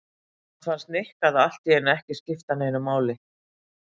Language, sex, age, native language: Icelandic, female, 60-69, Icelandic